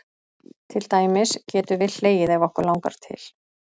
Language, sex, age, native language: Icelandic, female, 30-39, Icelandic